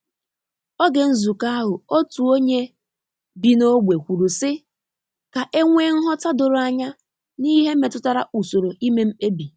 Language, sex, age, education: Igbo, female, 15-29, tertiary